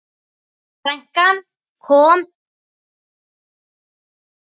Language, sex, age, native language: Icelandic, male, 9, Icelandic